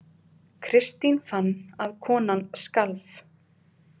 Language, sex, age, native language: Icelandic, female, 20-29, Icelandic